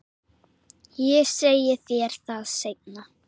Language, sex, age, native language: Icelandic, female, 9, Icelandic